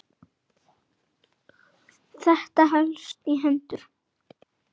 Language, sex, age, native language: Icelandic, male, 8, Icelandic